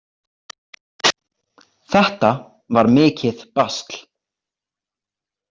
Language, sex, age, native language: Icelandic, male, 18-19, Icelandic